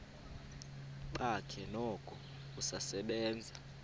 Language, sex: Xhosa, male